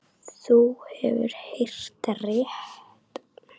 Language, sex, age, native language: Icelandic, female, 10, Icelandic